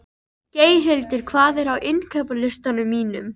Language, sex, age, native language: Icelandic, female, 13, Icelandic